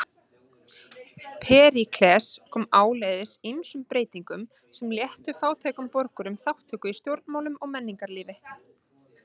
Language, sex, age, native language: Icelandic, female, 30-39, Icelandic